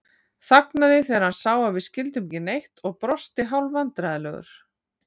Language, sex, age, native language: Icelandic, female, 40-49, Icelandic